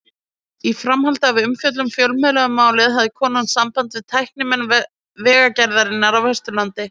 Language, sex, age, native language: Icelandic, female, 20-29, Icelandic